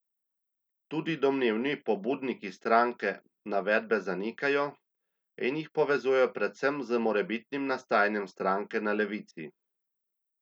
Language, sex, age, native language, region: Slovenian, male, 30-49, Slovenian, Central Slovenia